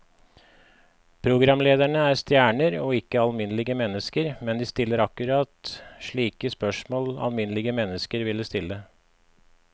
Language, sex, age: Norwegian, male, 53